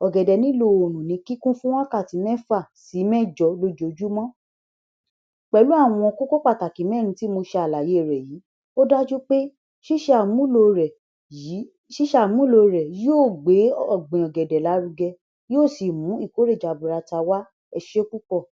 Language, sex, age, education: Yoruba, male, 60+, tertiary